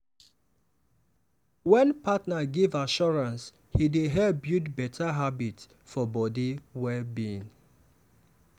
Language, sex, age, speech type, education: Nigerian Pidgin, male, 15-29, spontaneous, tertiary